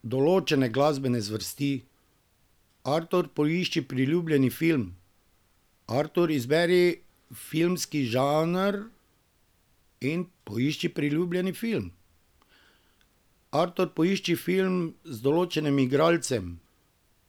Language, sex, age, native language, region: Slovenian, male, 50-59, Slovenian, Drava region